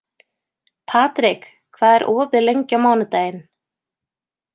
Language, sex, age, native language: Icelandic, female, 20-29, Icelandic